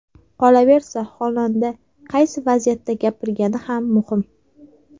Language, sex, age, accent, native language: Uzbek, female, 18-24, Sirdaryo, Uzbek